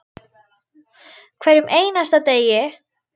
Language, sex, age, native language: Icelandic, female, 10, Icelandic